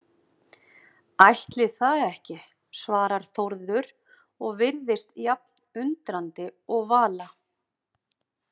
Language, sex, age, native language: Icelandic, female, 30-39, Icelandic